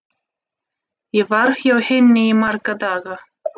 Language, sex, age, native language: Icelandic, female, 30-39, Russian